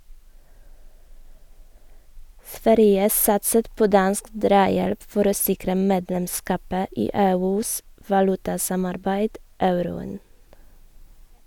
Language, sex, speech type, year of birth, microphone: Norwegian, female, read, 1987, Sennheiser